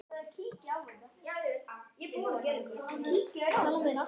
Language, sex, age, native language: Icelandic, male, 9, Icelandic